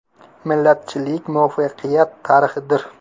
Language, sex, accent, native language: Uzbek, male, Surxondaryo, Uzbek